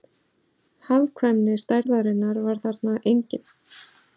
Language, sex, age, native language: Icelandic, female, 40-49, Icelandic